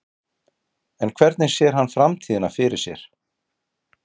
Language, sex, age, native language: Icelandic, male, 40-49, Icelandic